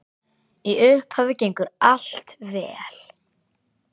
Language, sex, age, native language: Icelandic, male, 8, Icelandic